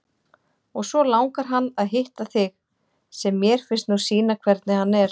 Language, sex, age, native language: Icelandic, female, 40-49, Icelandic